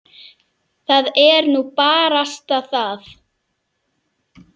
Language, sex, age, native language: Icelandic, female, 10, Icelandic